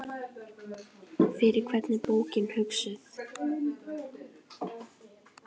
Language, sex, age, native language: Icelandic, female, 10, Icelandic